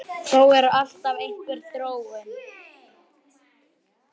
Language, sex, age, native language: Icelandic, male, 9, Icelandic